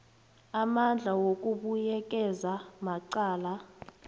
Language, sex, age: South Ndebele, female, 23